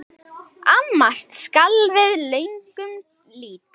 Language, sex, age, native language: Icelandic, female, 9, Icelandic